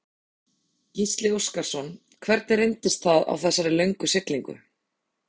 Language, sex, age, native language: Icelandic, female, 30-39, Icelandic